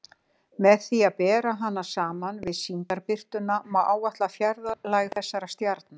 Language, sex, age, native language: Icelandic, female, 60-69, Icelandic